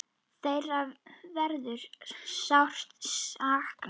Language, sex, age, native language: Icelandic, female, 10, Icelandic